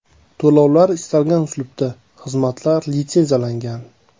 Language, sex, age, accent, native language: Uzbek, male, 25-34, Toshkent viloyati, Uzbek